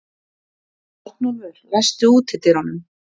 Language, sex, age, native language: Icelandic, female, 40-49, Icelandic